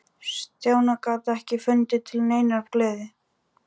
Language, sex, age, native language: Icelandic, male, 12, Icelandic